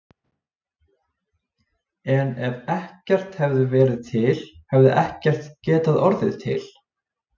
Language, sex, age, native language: Icelandic, male, 20-29, Icelandic